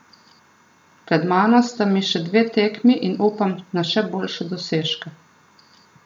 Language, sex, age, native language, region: Slovenian, female, 30-49, Slovenian, Southeast Slovenia